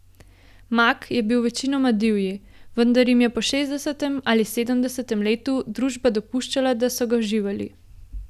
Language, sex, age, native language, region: Slovenian, female, 18-29, Slovenian, Gorenjska region